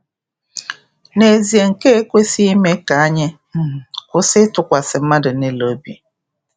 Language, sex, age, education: Igbo, female, 46-60, tertiary